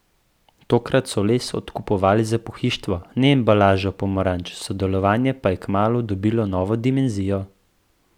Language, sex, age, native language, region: Slovenian, male, 18-29, Slovenian, Central Slovenia